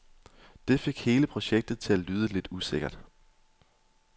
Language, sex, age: Danish, male, 22